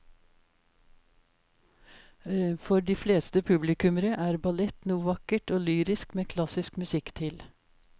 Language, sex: Norwegian, female